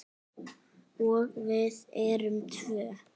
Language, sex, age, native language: Icelandic, female, 6, Icelandic